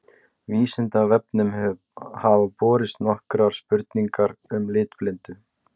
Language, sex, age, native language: Icelandic, male, 20-29, Icelandic